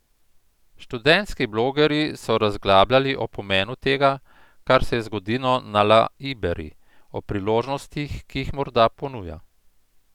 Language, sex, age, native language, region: Slovenian, male, 50-59, Slovenian, Central Slovenia